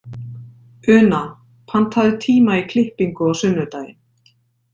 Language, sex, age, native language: Icelandic, female, 50-59, Icelandic